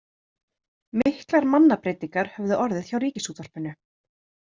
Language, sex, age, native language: Icelandic, female, 30-39, Icelandic